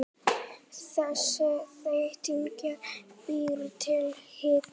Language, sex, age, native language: Icelandic, male, 9, Icelandic